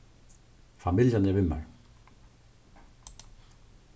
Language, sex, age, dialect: Faroese, male, 36-60, Suðurstreymoy